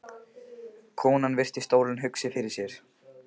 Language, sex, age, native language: Icelandic, male, 15, Icelandic